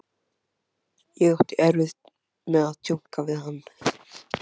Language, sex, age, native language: Icelandic, male, 12, Icelandic